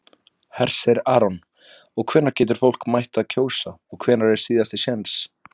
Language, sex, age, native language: Icelandic, male, 20-29, Icelandic